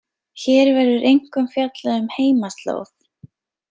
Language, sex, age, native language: Icelandic, female, 20-29, Icelandic